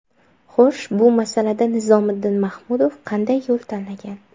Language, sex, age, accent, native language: Uzbek, female, 19-29, Samarqand, Uzbek